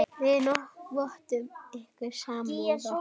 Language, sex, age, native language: Icelandic, female, 9, Icelandic